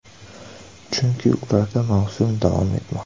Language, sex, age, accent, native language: Uzbek, male, 25-34, Andijon, Uzbek